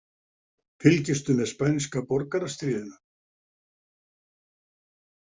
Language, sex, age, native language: Icelandic, male, 70-79, Icelandic